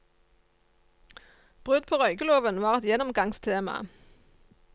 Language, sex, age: Norwegian, female, 54